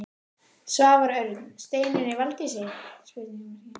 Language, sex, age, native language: Icelandic, female, 13, Icelandic